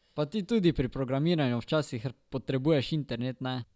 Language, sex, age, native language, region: Slovenian, male, 12-17, Slovenian, Drava region